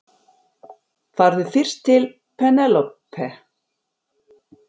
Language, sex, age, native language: Icelandic, female, 40-49, Icelandic